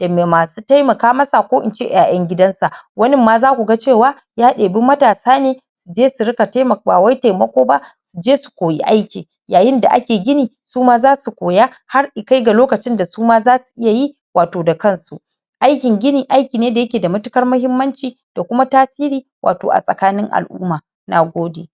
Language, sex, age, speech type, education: Hausa, female, 30-45, spontaneous, tertiary